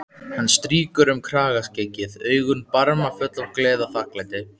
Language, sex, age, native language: Icelandic, male, 15, Icelandic